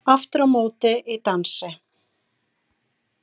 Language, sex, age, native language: Icelandic, female, 50-59, Icelandic